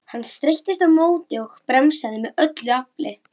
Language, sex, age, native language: Icelandic, female, 11, Icelandic